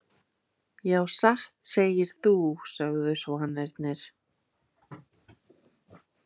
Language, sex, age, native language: Icelandic, female, 30-39, Icelandic